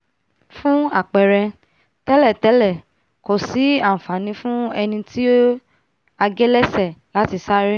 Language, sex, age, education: Yoruba, female, 15-29, tertiary